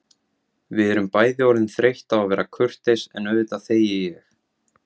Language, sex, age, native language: Icelandic, male, 17, Icelandic